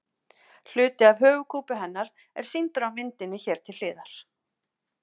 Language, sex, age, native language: Icelandic, female, 50-59, Icelandic